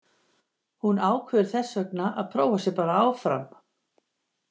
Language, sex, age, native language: Icelandic, female, 50-59, Icelandic